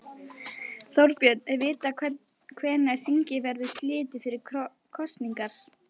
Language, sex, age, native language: Icelandic, female, 12, Icelandic